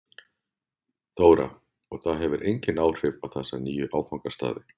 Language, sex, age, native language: Icelandic, male, 40-49, Icelandic